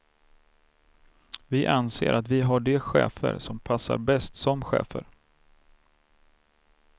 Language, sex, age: Swedish, male, 32